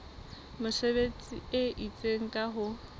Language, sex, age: Southern Sotho, female, 21